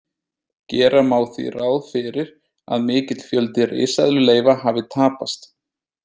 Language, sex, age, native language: Icelandic, male, 30-39, Icelandic